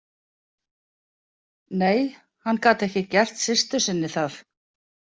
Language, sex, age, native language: Icelandic, female, 50-59, Icelandic